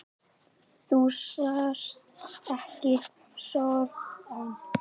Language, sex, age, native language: Icelandic, male, 8, Icelandic